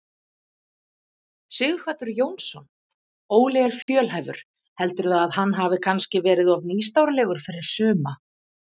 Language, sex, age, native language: Icelandic, female, 30-39, Icelandic